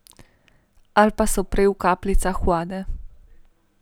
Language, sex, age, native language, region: Slovenian, female, 18-29, Slovenian, Primorsko-notranjska region